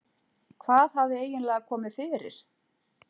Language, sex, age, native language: Icelandic, female, 40-49, Icelandic